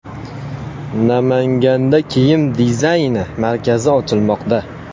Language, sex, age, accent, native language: Uzbek, male, 18-24, Farg'ona, Uzbek